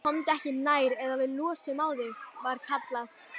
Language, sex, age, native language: Icelandic, female, 11, Icelandic